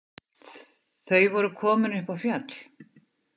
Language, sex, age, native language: Icelandic, female, 50-59, Icelandic